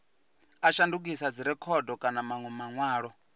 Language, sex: Venda, male